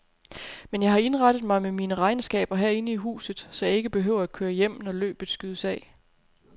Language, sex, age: Danish, female, 30